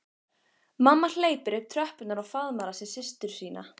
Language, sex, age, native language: Icelandic, female, 15, Icelandic